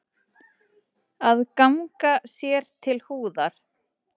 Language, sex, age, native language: Icelandic, female, 30-39, Icelandic